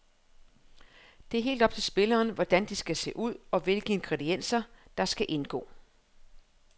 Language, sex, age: Danish, female, 31